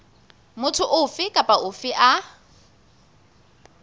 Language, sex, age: Southern Sotho, female, 20